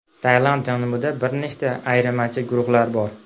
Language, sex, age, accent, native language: Uzbek, male, 18-24, Andijon, Uzbek